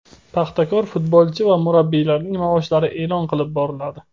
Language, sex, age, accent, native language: Uzbek, male, 18-24, Qashqadaryo, Uzbek